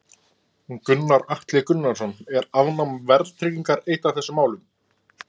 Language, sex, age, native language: Icelandic, male, 20-29, Icelandic